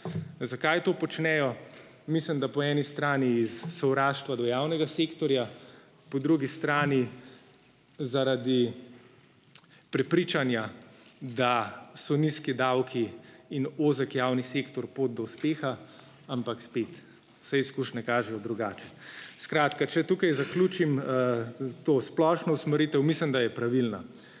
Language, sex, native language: Slovenian, male, Slovenian